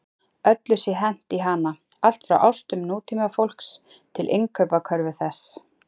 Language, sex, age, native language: Icelandic, female, 30-39, Icelandic